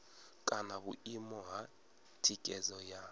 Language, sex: Venda, male